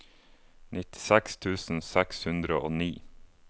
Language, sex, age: Norwegian, male, 28